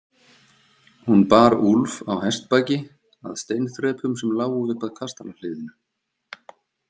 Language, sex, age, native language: Icelandic, male, 50-59, Icelandic